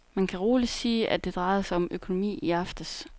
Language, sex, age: Danish, female, 29